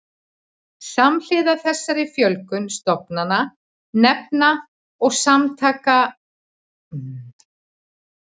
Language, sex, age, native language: Icelandic, female, 40-49, Icelandic